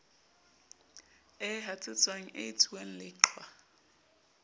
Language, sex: Southern Sotho, female